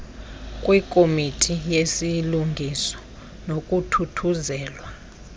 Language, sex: Xhosa, female